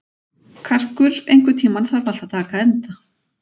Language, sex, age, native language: Icelandic, female, 40-49, Icelandic